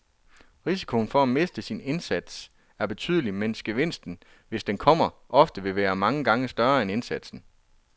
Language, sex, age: Danish, male, 33